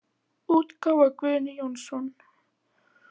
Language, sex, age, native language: Icelandic, female, 18-19, Icelandic